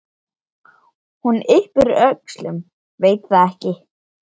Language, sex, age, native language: Icelandic, other, 13, Icelandic